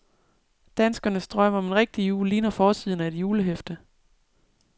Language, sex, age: Danish, female, 37